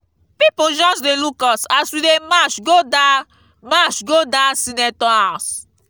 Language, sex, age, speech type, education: Nigerian Pidgin, female, 15-29, spontaneous, tertiary